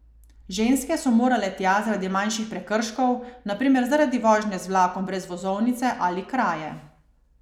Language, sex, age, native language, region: Slovenian, female, 30-49, Slovenian, Savinja region